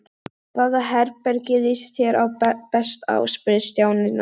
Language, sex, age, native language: Icelandic, female, 11, Icelandic